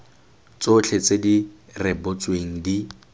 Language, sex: Tswana, male